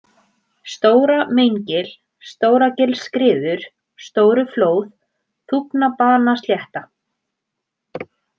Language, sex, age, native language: Icelandic, female, 20-29, Icelandic